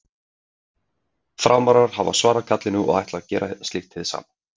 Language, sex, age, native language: Icelandic, male, 30-39, Icelandic